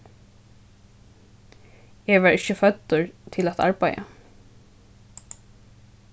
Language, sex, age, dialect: Faroese, female, 15-35, Suðurstreymoy